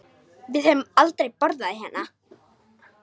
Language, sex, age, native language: Icelandic, female, 10, Icelandic